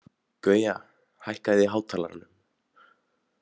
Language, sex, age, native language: Icelandic, male, 18-19, Icelandic